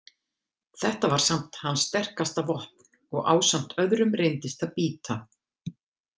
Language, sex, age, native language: Icelandic, female, 50-59, Icelandic